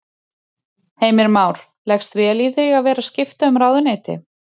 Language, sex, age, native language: Icelandic, female, 30-39, Icelandic